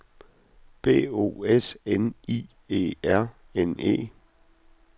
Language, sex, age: Danish, male, 41